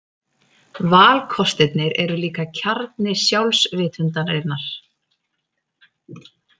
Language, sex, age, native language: Icelandic, female, 30-39, Icelandic